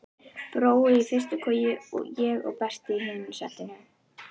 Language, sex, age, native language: Icelandic, female, 11, Icelandic